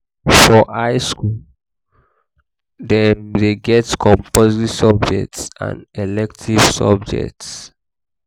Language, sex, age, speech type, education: Nigerian Pidgin, male, 15-29, spontaneous, tertiary